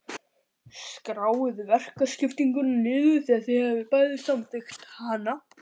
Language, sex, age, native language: Icelandic, male, 12, Icelandic